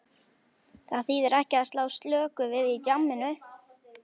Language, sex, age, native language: Icelandic, male, 11, Icelandic